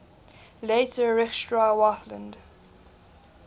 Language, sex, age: English, female, 20